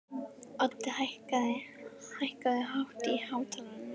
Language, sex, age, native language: Icelandic, female, 18-19, Icelandic